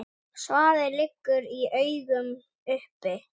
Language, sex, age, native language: Icelandic, male, 9, Icelandic